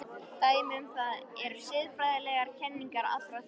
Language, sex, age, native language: Icelandic, female, 13, Icelandic